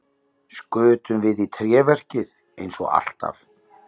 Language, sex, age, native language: Icelandic, male, 50-59, Icelandic